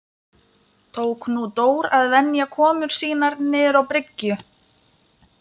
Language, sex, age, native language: Icelandic, female, 20-29, Lithuanian